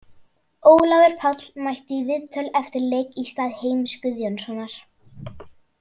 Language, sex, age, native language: Icelandic, female, 40-49, Icelandic